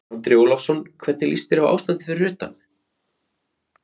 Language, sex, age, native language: Icelandic, male, 30-39, Icelandic